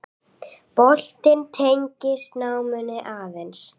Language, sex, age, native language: Icelandic, female, 8, Icelandic